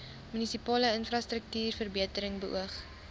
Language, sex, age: Afrikaans, female, 20